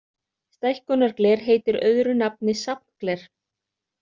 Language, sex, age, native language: Icelandic, other, 30-39, Icelandic